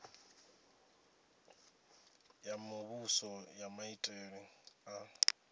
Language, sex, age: Venda, male, 27